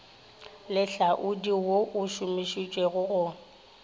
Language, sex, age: Northern Sotho, female, 23